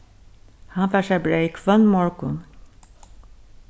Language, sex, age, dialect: Faroese, female, 61+, Suðurstreymoy